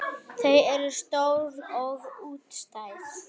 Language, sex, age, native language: Icelandic, female, 9, Icelandic